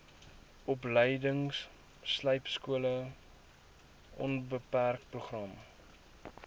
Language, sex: Afrikaans, male